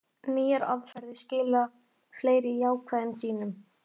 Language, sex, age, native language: Icelandic, female, 18-19, Icelandic